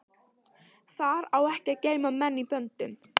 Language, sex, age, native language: Icelandic, female, 14, Italian